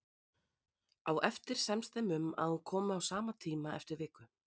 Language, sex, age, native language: Icelandic, female, 30-39, Icelandic